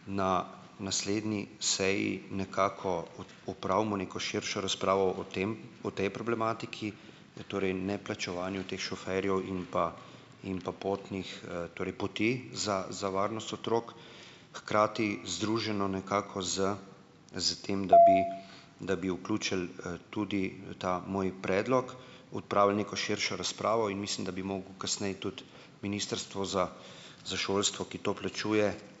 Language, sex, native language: Slovenian, male, Slovenian